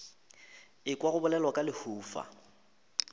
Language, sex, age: Northern Sotho, male, 23